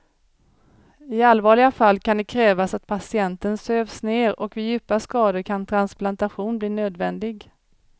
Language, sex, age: Swedish, female, 40